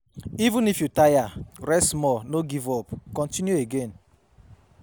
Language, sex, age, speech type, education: Nigerian Pidgin, male, 30-45, spontaneous, tertiary